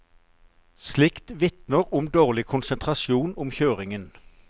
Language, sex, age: Norwegian, male, 54